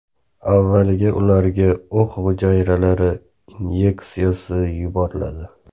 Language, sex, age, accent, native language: Uzbek, male, 25-34, Namangan, Uzbek